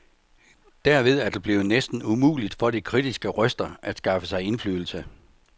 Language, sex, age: Danish, male, 64